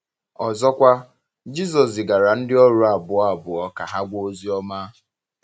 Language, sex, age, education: Igbo, male, 15-29, tertiary